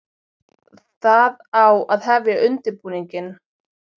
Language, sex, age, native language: Icelandic, female, 20-29, Icelandic